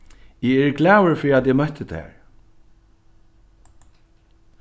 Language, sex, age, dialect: Faroese, male, 61+, Norðuroyggjar